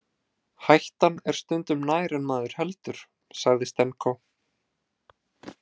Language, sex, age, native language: Icelandic, male, 20-29, Icelandic